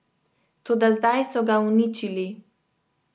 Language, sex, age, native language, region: Slovenian, female, 18-29, Slovenian, Central Slovenia